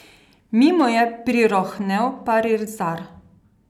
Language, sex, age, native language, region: Slovenian, female, 30-49, Slovenian, Carinthia region